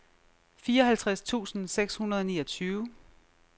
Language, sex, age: Danish, female, 36